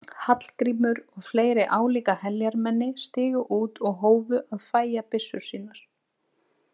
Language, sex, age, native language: Icelandic, female, 30-39, Icelandic